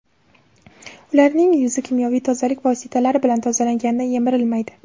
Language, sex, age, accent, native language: Uzbek, female, 18-24, Namangan, Uzbek